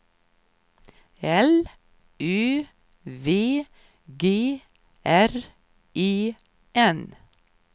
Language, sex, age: Swedish, female, 53